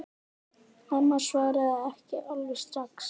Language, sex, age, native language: Icelandic, male, 10, Icelandic